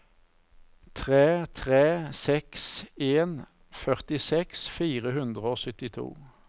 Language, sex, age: Norwegian, male, 54